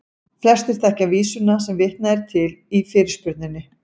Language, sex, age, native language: Icelandic, female, 40-49, Icelandic